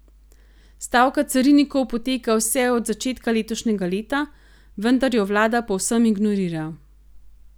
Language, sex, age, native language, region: Slovenian, female, 30-49, Slovenian, Gorenjska region